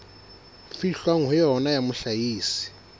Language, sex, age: Southern Sotho, male, 22